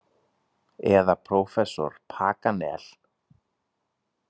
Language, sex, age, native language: Icelandic, male, 30-39, Icelandic